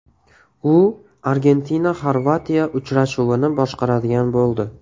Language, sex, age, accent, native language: Uzbek, male, 18-24, Toshkent viloyati, Uzbek